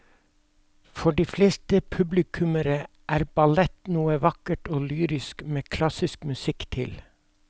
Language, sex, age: Norwegian, male, 52